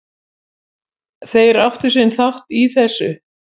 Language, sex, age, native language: Icelandic, female, 70-79, Icelandic